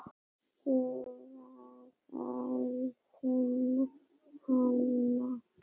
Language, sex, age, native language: Icelandic, female, 8, Icelandic